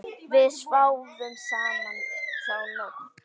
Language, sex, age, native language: Icelandic, female, 9, Icelandic